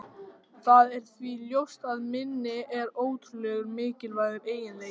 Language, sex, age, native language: Icelandic, male, 18-19, Icelandic